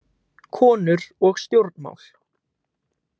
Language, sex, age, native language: Icelandic, male, 18-19, Icelandic